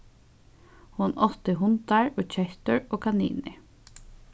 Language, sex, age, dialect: Faroese, female, 15-35, Suðurstreymoy